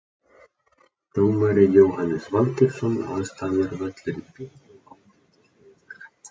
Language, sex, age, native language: Icelandic, male, 30-39, Icelandic